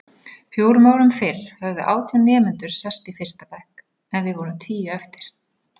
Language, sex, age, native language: Icelandic, female, 40-49, Icelandic